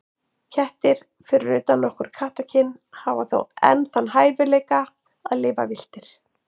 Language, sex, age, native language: Icelandic, female, 40-49, Icelandic